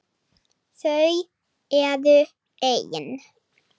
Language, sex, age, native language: Icelandic, female, 8, Icelandic